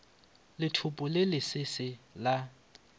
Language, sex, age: Northern Sotho, male, 25